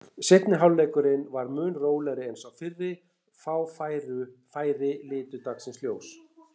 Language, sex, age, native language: Icelandic, female, 40-49, Icelandic